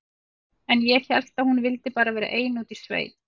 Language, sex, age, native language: Icelandic, female, 40-49, Icelandic